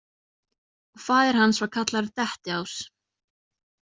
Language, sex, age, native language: Icelandic, female, 20-29, Icelandic